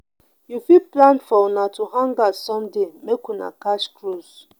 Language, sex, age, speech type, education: Nigerian Pidgin, female, 30-45, spontaneous, tertiary